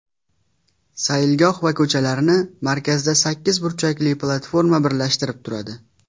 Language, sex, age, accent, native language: Uzbek, male, 19-29, Farg'ona, Uzbek